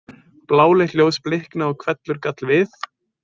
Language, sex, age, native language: Icelandic, male, 20-29, Icelandic